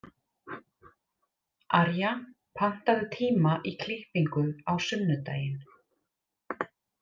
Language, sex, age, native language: Icelandic, female, 30-39, Icelandic